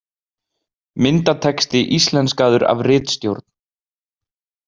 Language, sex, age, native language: Icelandic, male, 20-29, Icelandic